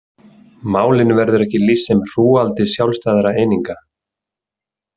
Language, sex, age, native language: Icelandic, male, 30-39, Icelandic